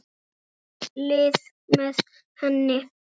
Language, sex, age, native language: Icelandic, male, 9, Icelandic